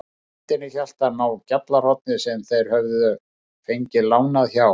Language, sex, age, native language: Icelandic, male, 50-59, Icelandic